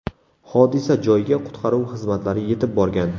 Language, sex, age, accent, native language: Uzbek, male, 18-24, Navoiy, Uzbek